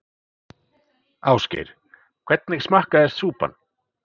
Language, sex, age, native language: Icelandic, male, 40-49, Icelandic